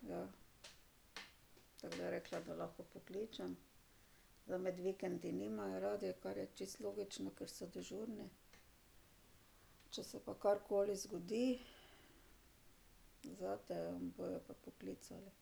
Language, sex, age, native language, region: Slovenian, female, 60+, Slovenian, Drava region